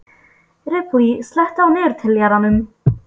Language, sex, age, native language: Icelandic, female, 12, Polish